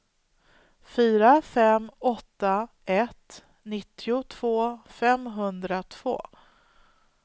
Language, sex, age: Swedish, female, 39